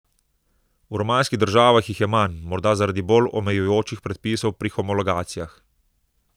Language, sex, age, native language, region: Slovenian, male, 30-49, Slovenian, Southeast Slovenia